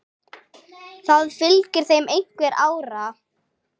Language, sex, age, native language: Icelandic, female, 8, Icelandic